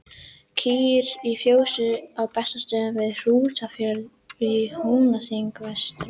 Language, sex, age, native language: Icelandic, female, 18-19, Icelandic